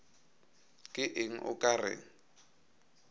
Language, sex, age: Northern Sotho, male, 22